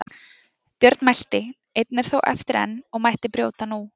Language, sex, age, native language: Icelandic, female, 20-29, Icelandic